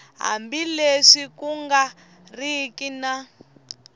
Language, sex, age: Tsonga, female, 18